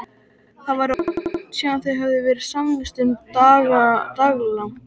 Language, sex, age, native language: Icelandic, male, 13, Icelandic